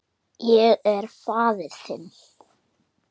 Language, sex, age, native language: Icelandic, male, 8, Icelandic